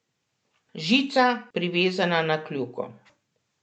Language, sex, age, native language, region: Slovenian, female, 50-59, Slovenian, Central Slovenia